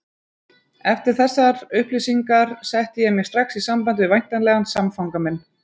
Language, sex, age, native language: Icelandic, female, 30-39, Icelandic